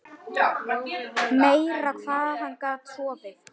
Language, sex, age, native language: Icelandic, male, 9, Icelandic